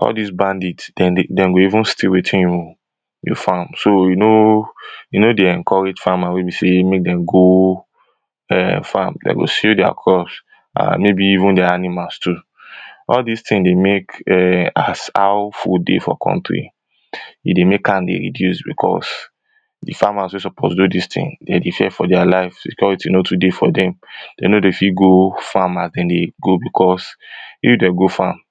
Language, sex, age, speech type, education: Nigerian Pidgin, male, 15-29, spontaneous, tertiary